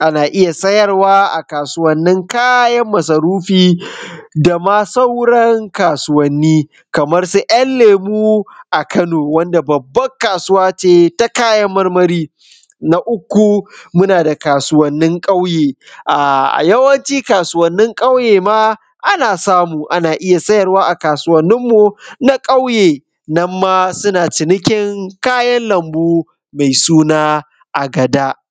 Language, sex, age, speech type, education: Hausa, male, 15-29, spontaneous, secondary